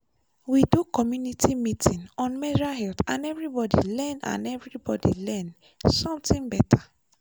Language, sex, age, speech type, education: Nigerian Pidgin, female, 15-29, spontaneous, tertiary